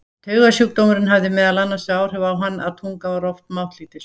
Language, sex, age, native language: Icelandic, female, 17, Icelandic